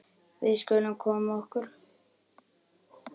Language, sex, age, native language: Icelandic, male, 10, Icelandic